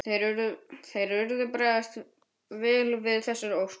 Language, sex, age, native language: Icelandic, male, 12, Icelandic